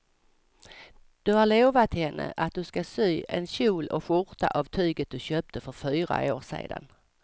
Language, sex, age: Swedish, female, 55